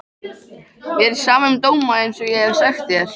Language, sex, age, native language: Icelandic, male, 13, Icelandic